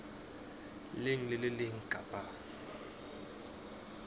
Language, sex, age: Southern Sotho, male, 20